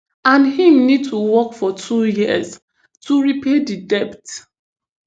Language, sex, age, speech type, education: Nigerian Pidgin, female, 15-29, spontaneous, tertiary